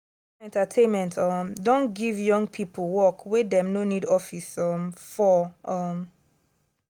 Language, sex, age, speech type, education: Nigerian Pidgin, female, 15-29, spontaneous, tertiary